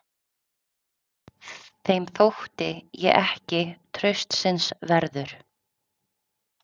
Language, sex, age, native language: Icelandic, female, 30-39, Icelandic